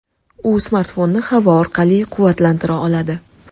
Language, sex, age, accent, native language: Uzbek, female, 18-24, Toshkent shahri, Uzbek